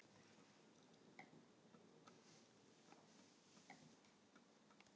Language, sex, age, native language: Icelandic, male, 9, Polish